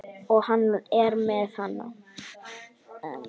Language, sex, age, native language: Icelandic, male, 9, Icelandic